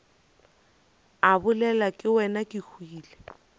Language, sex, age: Northern Sotho, female, 29